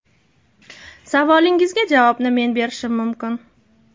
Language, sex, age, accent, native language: Uzbek, female, 25-34, Toshkent shahri, Uzbek